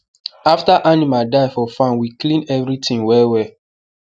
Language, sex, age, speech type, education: Nigerian Pidgin, male, 15-29, spontaneous, tertiary